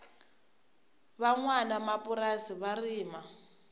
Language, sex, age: Tsonga, female, 24